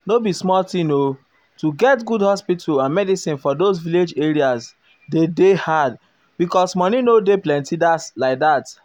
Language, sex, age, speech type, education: Nigerian Pidgin, male, 15-29, spontaneous, tertiary